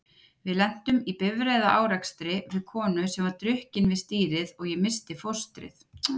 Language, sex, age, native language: Icelandic, female, 30-39, Icelandic